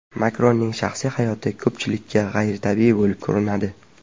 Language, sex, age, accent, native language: Uzbek, male, 12-17, Farg'ona, Uzbek